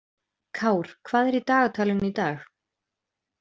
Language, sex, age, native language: Icelandic, female, 20-29, Icelandic